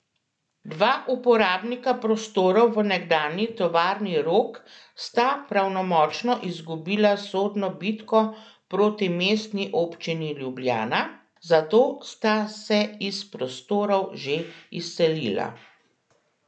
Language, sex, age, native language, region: Slovenian, female, 50-59, Slovenian, Central Slovenia